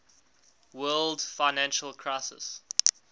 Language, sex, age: English, male, 19